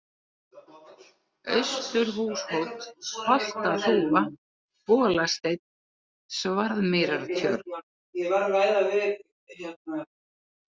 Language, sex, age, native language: Icelandic, female, 80-89, Icelandic